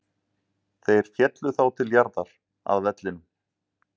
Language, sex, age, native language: Icelandic, male, 40-49, Icelandic